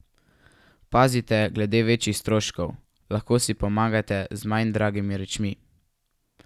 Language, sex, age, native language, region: Slovenian, male, 12-17, Slovenian, Savinja region